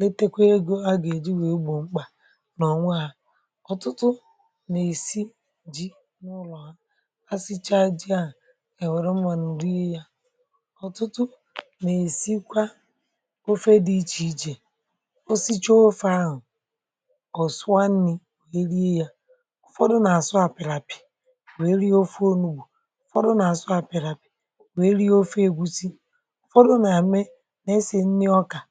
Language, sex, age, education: Igbo, female, 30-45, tertiary